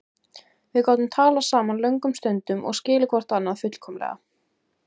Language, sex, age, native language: Icelandic, female, 18-19, Icelandic